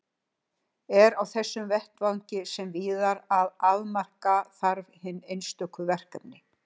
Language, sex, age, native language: Icelandic, female, 60-69, Icelandic